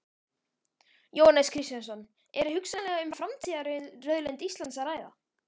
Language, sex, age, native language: Icelandic, male, 13, Icelandic